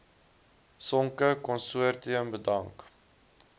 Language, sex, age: Afrikaans, male, 20